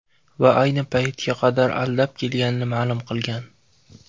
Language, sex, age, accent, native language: Uzbek, male, 19-29, Farg'ona, Uzbek